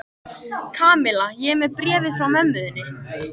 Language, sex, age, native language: Icelandic, female, 13, Icelandic